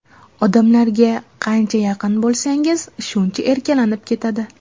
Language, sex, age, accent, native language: Uzbek, female, 18-24, Jizzax, Uzbek